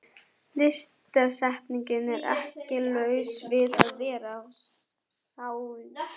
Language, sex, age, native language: Icelandic, female, 11, German